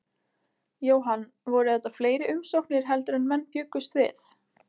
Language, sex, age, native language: Icelandic, female, 20-29, Icelandic